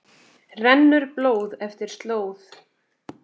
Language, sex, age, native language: Icelandic, female, 7, Icelandic